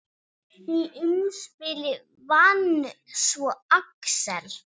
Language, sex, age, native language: Icelandic, male, 6, Icelandic